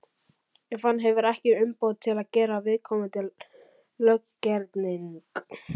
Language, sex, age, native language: Icelandic, male, 11, Icelandic